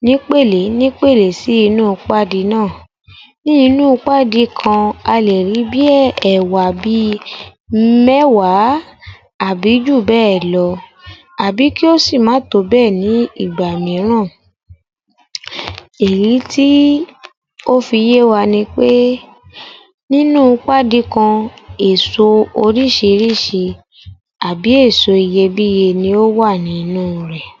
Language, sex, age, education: Yoruba, female, 30-45, tertiary